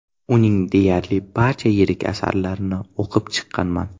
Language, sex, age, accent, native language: Uzbek, male, 12-17, Toshkent shahri, Uzbek